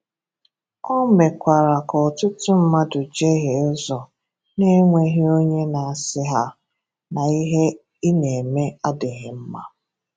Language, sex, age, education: Igbo, female, 15-29, tertiary